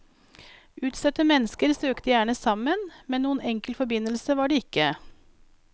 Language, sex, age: Norwegian, female, 42